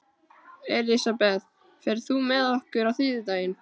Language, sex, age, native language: Icelandic, male, 12, Icelandic